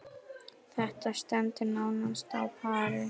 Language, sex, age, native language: Icelandic, female, 9, Icelandic